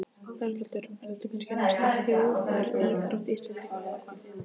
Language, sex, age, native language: Icelandic, female, 15, Icelandic